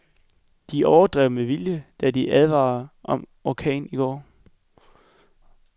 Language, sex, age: Danish, male, 21